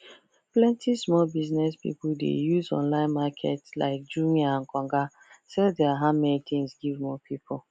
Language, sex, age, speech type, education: Nigerian Pidgin, female, 15-29, spontaneous, tertiary